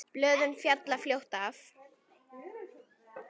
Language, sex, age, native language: Icelandic, female, 9, Icelandic